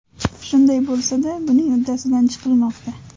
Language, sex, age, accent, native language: Uzbek, female, 18-24, Namangan, Uzbek